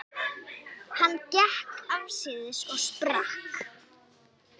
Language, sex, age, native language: Icelandic, female, 8, Icelandic